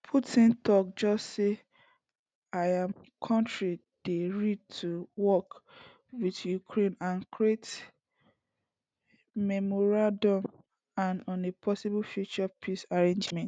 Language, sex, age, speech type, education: Nigerian Pidgin, female, 15-29, spontaneous, secondary